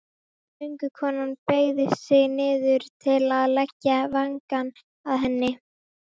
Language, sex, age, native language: Icelandic, female, 12, Icelandic